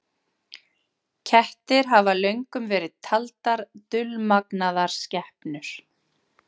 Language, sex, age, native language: Icelandic, female, 40-49, Icelandic